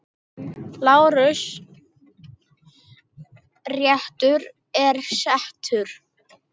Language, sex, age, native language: Icelandic, male, 6, Icelandic